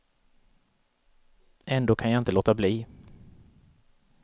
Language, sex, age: Swedish, male, 37